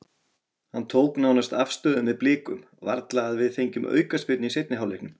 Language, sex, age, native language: Icelandic, male, 40-49, Icelandic